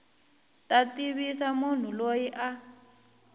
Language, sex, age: Tsonga, female, 18